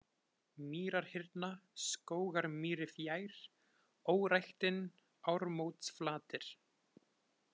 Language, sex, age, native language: Icelandic, male, 20-29, Icelandic